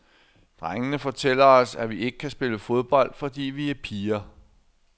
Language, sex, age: Danish, male, 60